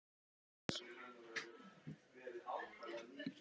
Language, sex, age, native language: Icelandic, male, 8, Icelandic